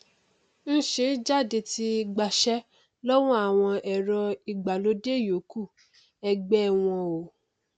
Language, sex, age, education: Yoruba, female, 15-29, tertiary